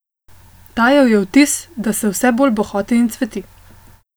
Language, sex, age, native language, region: Slovenian, female, 18-29, Slovenian, Central Slovenia